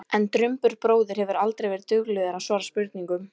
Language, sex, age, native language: Icelandic, female, 11, Icelandic